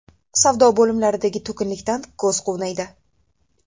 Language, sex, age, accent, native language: Uzbek, female, 18-24, Toshkent shahri, Uzbek